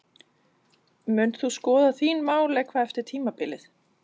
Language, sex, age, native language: Icelandic, female, 40-49, Danish